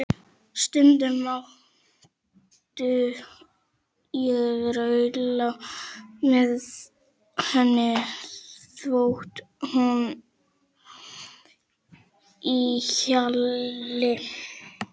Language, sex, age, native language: Icelandic, male, 11, Icelandic